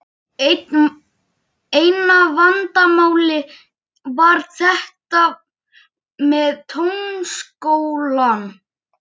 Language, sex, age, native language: Icelandic, male, 11, Icelandic